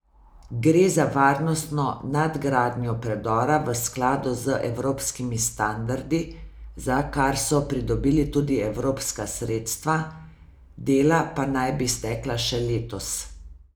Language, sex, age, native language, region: Slovenian, female, 50-59, Slovenian, Savinja region